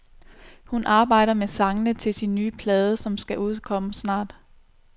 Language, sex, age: Danish, female, 29